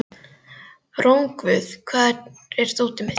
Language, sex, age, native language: Icelandic, female, 12, Icelandic